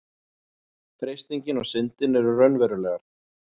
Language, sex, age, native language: Icelandic, male, 40-49, Icelandic